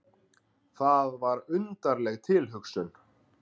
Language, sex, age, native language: Icelandic, male, 30-39, Icelandic